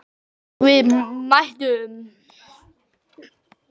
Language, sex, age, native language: Icelandic, male, 8, Icelandic